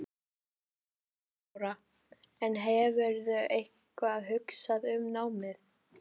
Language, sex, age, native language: Icelandic, female, 13, Icelandic